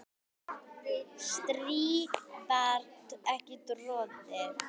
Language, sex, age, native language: Icelandic, female, 10, Icelandic